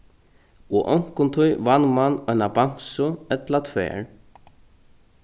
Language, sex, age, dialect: Faroese, male, 36-60, Norðurstreymoy/Eysturoy